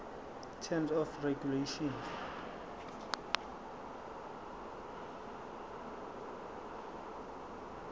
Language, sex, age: Zulu, male, 23